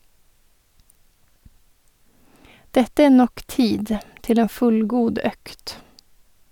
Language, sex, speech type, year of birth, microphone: Norwegian, female, read, 1985, Sennheiser